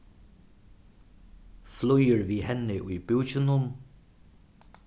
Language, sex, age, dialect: Faroese, male, 36-60, Suðuroy